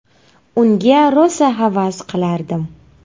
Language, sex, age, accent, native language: Uzbek, female, 30-39, Navoiy, Uzbek